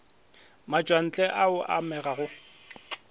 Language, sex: Northern Sotho, male